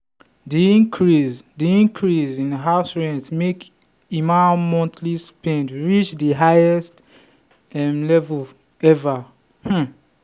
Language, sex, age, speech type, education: Nigerian Pidgin, male, 15-29, spontaneous, tertiary